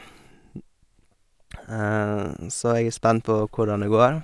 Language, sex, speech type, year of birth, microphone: Norwegian, male, spontaneous, 1978, Sennheiser